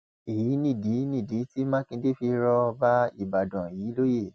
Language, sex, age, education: Yoruba, male, 30-45, tertiary